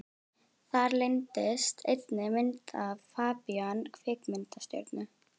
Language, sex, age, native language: Icelandic, female, 12, Icelandic